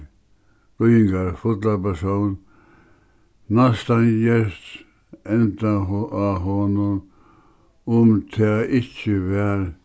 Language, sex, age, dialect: Faroese, male, 61+, Suðuroy